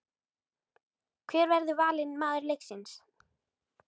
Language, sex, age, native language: Icelandic, female, 13, Icelandic